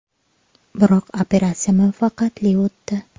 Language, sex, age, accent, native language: Uzbek, female, 25-34, Qashqadaryo, Uzbek